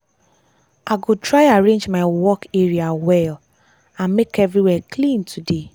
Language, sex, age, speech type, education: Nigerian Pidgin, female, 15-29, spontaneous, tertiary